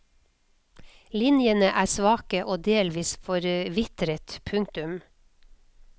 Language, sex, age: Norwegian, female, 56